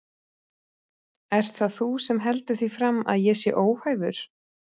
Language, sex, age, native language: Icelandic, female, 30-39, Icelandic